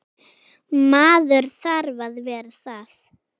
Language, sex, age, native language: Icelandic, female, 7, Icelandic